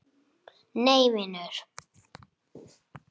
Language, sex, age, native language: Icelandic, male, 8, Icelandic